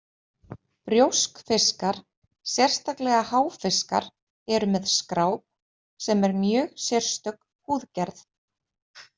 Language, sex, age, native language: Icelandic, female, 30-39, Icelandic